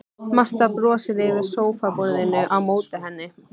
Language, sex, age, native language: Icelandic, female, 15, Icelandic